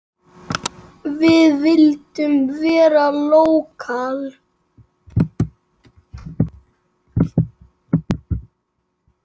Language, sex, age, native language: Icelandic, male, 8, Icelandic